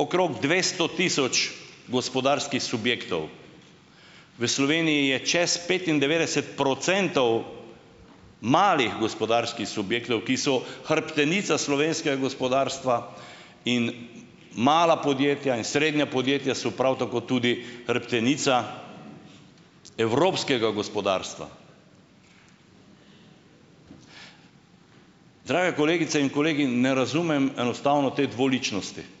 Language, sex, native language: Slovenian, male, Slovenian